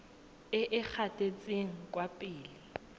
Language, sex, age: Tswana, female, 18